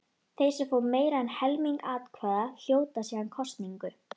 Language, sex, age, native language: Icelandic, female, 12, Icelandic